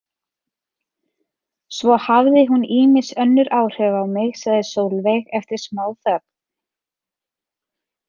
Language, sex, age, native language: Icelandic, female, 30-39, Icelandic